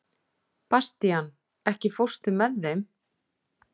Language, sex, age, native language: Icelandic, female, 40-49, Icelandic